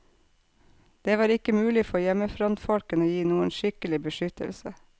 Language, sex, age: Norwegian, female, 48